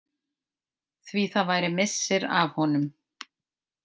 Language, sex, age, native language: Icelandic, female, 50-59, Icelandic